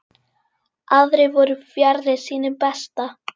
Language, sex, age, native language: Icelandic, female, 10, Icelandic